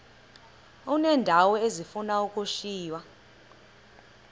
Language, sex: Xhosa, female